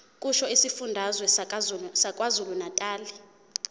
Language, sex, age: Zulu, female, 20